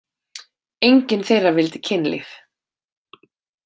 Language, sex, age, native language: Icelandic, female, 30-39, Icelandic